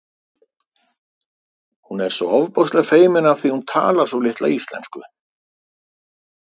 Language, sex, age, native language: Icelandic, male, 50-59, Icelandic